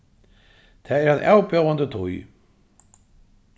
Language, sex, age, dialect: Faroese, male, 36-60, Suðuroy